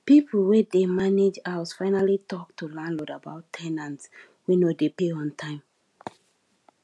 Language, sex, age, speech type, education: Nigerian Pidgin, female, 15-29, spontaneous, tertiary